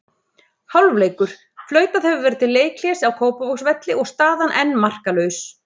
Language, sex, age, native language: Icelandic, female, 30-39, Icelandic